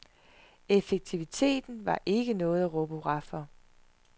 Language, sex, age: Danish, female, 41